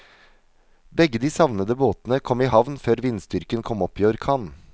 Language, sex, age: Norwegian, male, 37